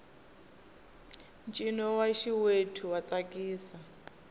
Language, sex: Tsonga, female